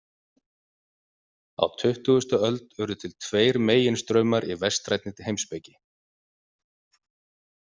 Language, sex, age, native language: Icelandic, male, 40-49, Icelandic